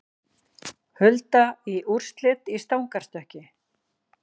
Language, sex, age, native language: Icelandic, female, 40-49, Icelandic